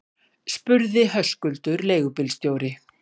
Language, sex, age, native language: Icelandic, female, 50-59, Icelandic